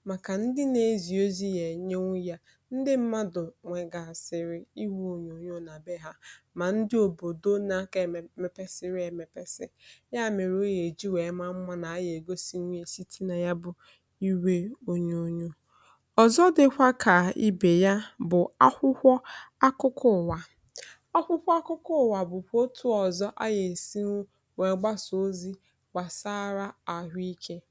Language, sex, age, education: Igbo, female, 15-29, tertiary